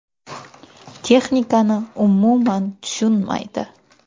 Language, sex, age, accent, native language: Uzbek, female, 18-24, Qoraqalpog'iston, Uzbek